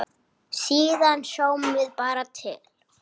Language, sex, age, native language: Icelandic, male, 8, Icelandic